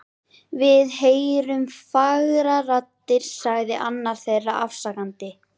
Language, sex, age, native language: Icelandic, female, 11, Icelandic